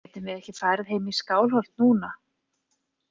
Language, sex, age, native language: Icelandic, female, 40-49, Icelandic